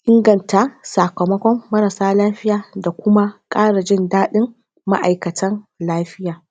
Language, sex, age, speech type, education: Hausa, female, 30-45, spontaneous, tertiary